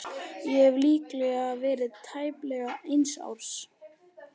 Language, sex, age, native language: Icelandic, male, 11, Icelandic